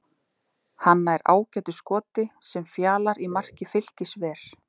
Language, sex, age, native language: Icelandic, female, 30-39, Icelandic